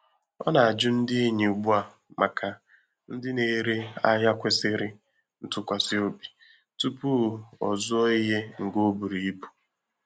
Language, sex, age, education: Igbo, male, 15-29, tertiary